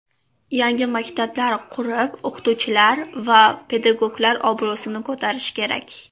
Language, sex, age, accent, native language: Uzbek, female, under 19, Toshkent shahri, Uzbek